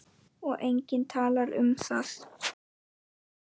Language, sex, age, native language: Icelandic, male, 9, Icelandic